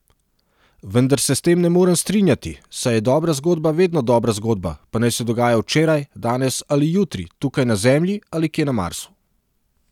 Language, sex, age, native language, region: Slovenian, male, 30-49, Serbian, Central Slovenia